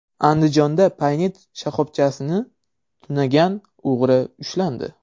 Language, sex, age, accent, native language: Uzbek, male, 12-17, Surxondaryo, Uzbek